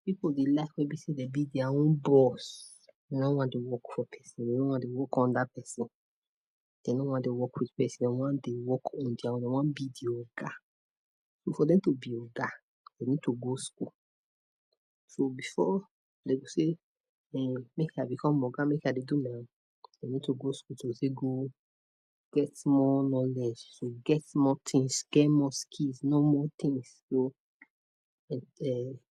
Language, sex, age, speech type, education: Nigerian Pidgin, female, 30-45, spontaneous, tertiary